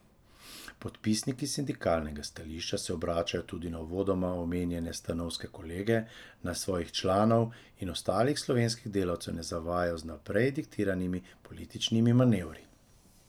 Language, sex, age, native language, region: Slovenian, male, 30-49, Slovenian, Drava region